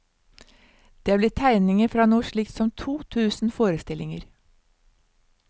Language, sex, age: Norwegian, female, 59